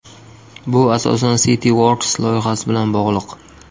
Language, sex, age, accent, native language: Uzbek, male, 25-34, Qashqadaryo, Uzbek